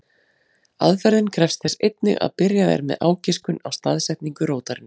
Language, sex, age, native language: Icelandic, female, 40-49, Icelandic